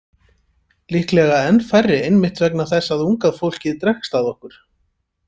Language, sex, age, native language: Icelandic, male, 30-39, Icelandic